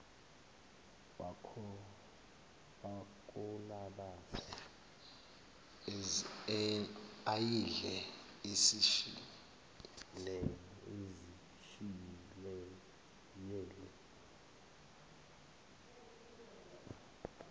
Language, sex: Zulu, male